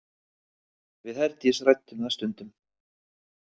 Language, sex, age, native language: Icelandic, male, 30-39, Icelandic